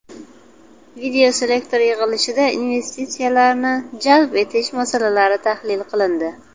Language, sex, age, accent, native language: Uzbek, female, 19-29, Buxoro, Uzbek